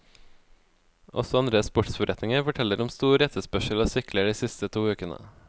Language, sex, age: Norwegian, male, 24